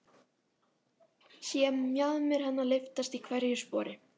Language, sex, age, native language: Icelandic, female, 12, Icelandic